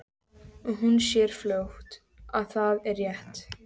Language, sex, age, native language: Icelandic, female, 14, Icelandic